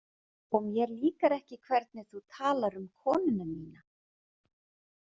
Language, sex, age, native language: Icelandic, female, 40-49, Icelandic